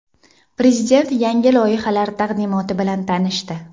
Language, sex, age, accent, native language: Uzbek, female, 18-24, Jizzax, Uzbek